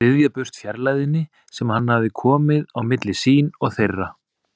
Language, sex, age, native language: Icelandic, male, 30-39, Icelandic